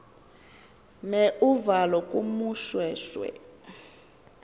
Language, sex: Xhosa, female